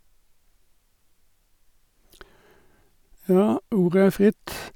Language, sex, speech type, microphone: Norwegian, male, spontaneous, Sennheiser